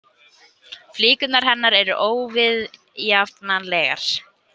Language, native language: Icelandic, Icelandic